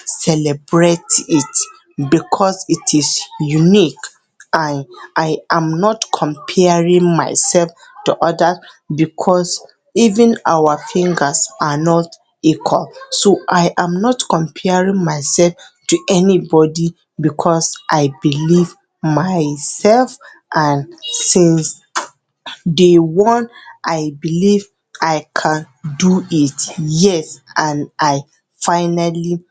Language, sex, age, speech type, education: Hausa, female, 30-45, spontaneous, tertiary